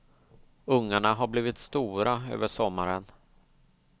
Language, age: Swedish, 38